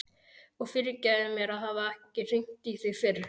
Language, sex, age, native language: Icelandic, male, 12, Icelandic